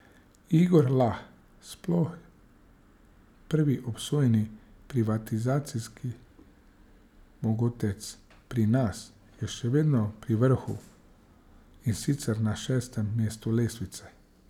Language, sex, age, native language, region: Slovenian, male, 30-49, Slovenian, Savinja region